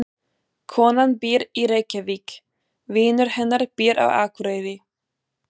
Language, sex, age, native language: Icelandic, female, 20-29, German